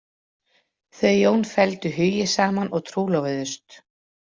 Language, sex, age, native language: Icelandic, female, 40-49, Icelandic